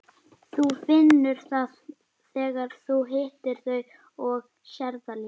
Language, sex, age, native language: Icelandic, female, 40-49, Icelandic